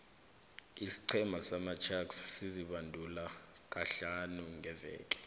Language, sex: South Ndebele, male